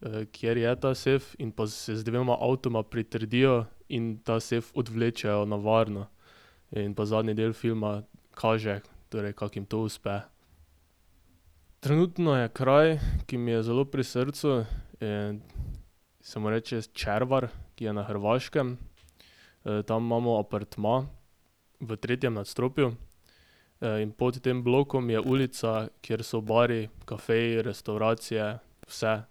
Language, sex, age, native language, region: Slovenian, male, 18-29, Slovenian, Drava region